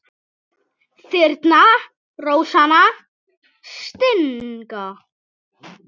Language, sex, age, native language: Icelandic, male, 6, Icelandic